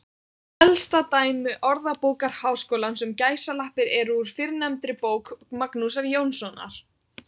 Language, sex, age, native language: Icelandic, female, 18-19, Icelandic